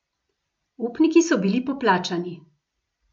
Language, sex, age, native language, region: Slovenian, female, 50-59, Slovenian, Gorenjska region